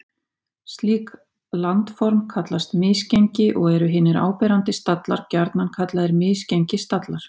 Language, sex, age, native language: Icelandic, female, 50-59, Icelandic